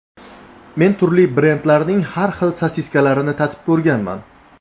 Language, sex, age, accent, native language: Uzbek, male, 19-29, Namangan, Uzbek